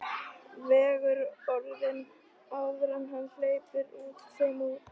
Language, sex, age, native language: Icelandic, female, 13, Icelandic